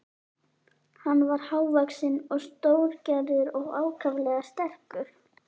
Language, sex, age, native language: Icelandic, female, 11, Icelandic